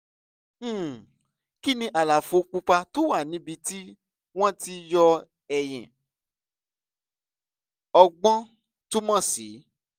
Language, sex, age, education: Yoruba, male, 15-29, secondary